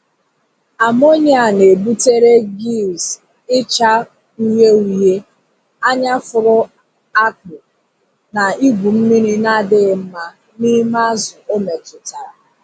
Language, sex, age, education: Igbo, female, 30-45, tertiary